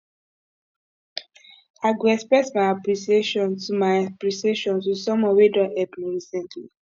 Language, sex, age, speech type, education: Nigerian Pidgin, female, 15-29, spontaneous, tertiary